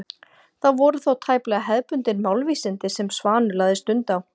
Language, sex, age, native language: Icelandic, female, 40-49, Icelandic